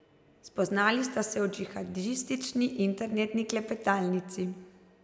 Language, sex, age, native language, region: Slovenian, female, 30-49, Slovenian, Zasavska region